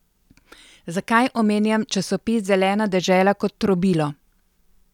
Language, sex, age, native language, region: Slovenian, female, 50-59, Slovenian, Central Slovenia